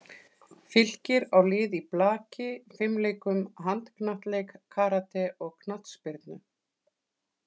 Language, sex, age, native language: Icelandic, female, 40-49, Icelandic